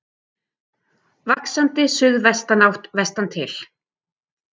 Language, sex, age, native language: Icelandic, female, 50-59, Icelandic